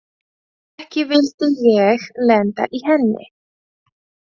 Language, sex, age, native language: Icelandic, female, 20-29, Latvian